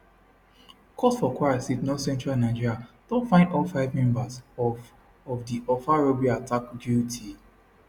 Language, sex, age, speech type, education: Nigerian Pidgin, male, 15-29, spontaneous, tertiary